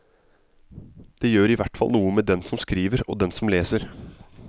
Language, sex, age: Norwegian, male, 27